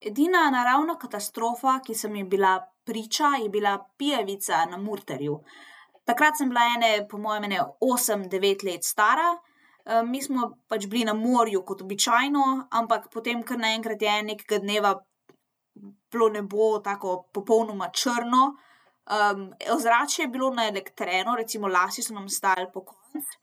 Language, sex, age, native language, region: Slovenian, female, 18-29, Slovenian, Zasavska region